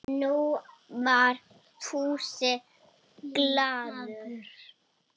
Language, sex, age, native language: Icelandic, female, 6, Icelandic